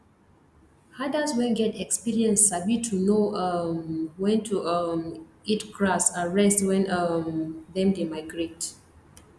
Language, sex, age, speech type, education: Nigerian Pidgin, female, 30-45, spontaneous, tertiary